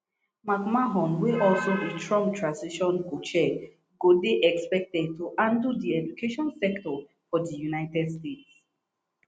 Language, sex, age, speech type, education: Nigerian Pidgin, female, 15-29, spontaneous, tertiary